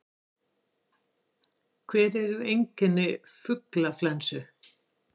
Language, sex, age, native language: Icelandic, female, 60-69, Icelandic